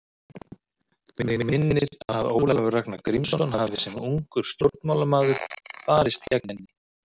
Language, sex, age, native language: Icelandic, male, 30-39, Icelandic